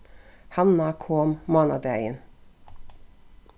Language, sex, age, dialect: Faroese, female, 36-60, Suðurstreymoy